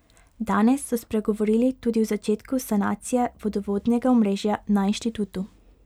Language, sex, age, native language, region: Slovenian, female, 18-29, Slovenian, Pomurje region